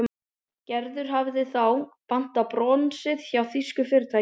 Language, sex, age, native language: Icelandic, other, 12, Icelandic